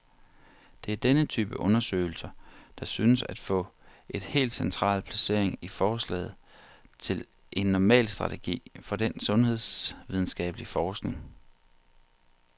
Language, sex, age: Danish, male, 40